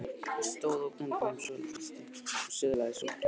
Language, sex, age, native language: Icelandic, male, 18-19, Icelandic